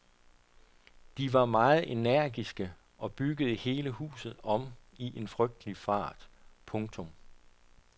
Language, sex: Danish, male